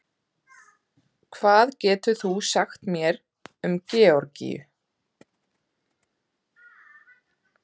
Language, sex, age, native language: Icelandic, female, 30-39, Icelandic